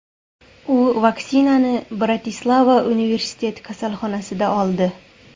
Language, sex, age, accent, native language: Uzbek, female, 18-24, Samarqand, Uzbek